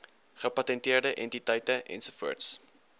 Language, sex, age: Afrikaans, male, 19